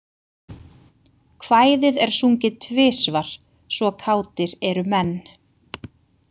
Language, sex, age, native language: Icelandic, female, 30-39, Icelandic